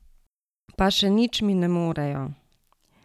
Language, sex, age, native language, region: Slovenian, female, 60+, Slovenian, Savinja region